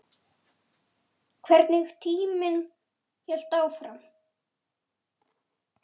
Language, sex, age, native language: Icelandic, female, 9, Icelandic